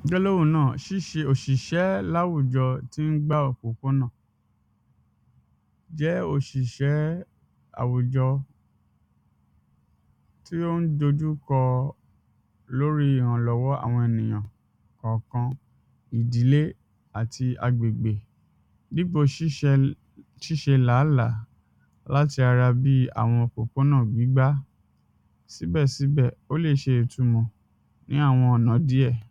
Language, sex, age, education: Yoruba, male, 30-45, secondary